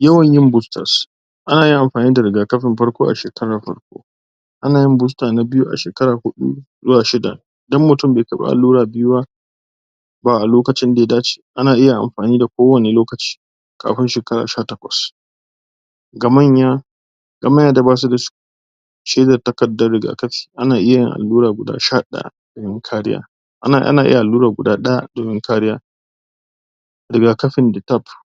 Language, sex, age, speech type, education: Hausa, male, 15-29, spontaneous, tertiary